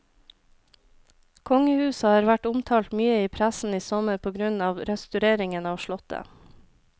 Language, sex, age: Norwegian, female, 26